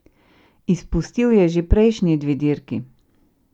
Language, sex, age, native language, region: Slovenian, female, 50-59, Slovenian, Central Slovenia